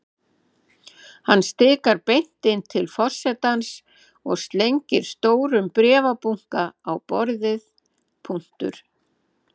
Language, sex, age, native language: Icelandic, female, 70-79, Icelandic